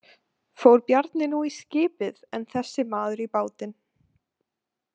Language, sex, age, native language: Icelandic, female, 18-19, Icelandic